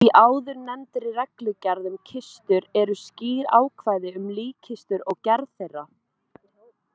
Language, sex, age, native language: Icelandic, female, 20-29, Icelandic